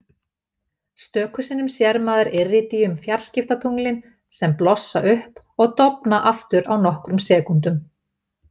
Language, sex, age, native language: Icelandic, female, 50-59, Icelandic